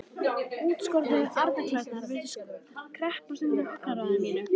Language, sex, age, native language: Icelandic, female, 13, Icelandic